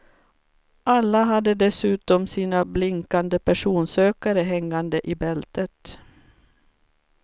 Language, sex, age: Swedish, female, 44